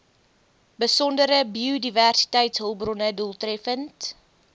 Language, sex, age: Afrikaans, female, 22